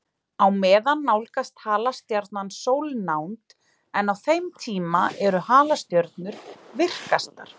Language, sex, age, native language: Icelandic, female, 30-39, Icelandic